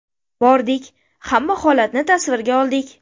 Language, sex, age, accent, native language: Uzbek, female, 19-29, Sirdaryo, Uzbek